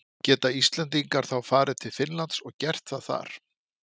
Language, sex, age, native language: Icelandic, male, 50-59, Icelandic